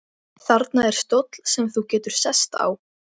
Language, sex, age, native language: Icelandic, female, 13, Icelandic